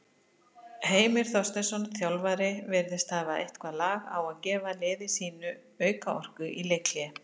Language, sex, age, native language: Icelandic, female, 50-59, Icelandic